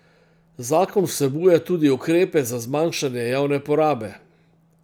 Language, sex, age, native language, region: Slovenian, male, 60+, Slovenian, Central Slovenia